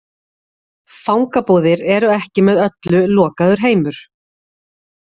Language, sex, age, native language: Icelandic, female, 40-49, Icelandic